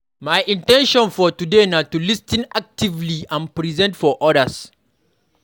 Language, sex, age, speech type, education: Nigerian Pidgin, male, 46-60, read, primary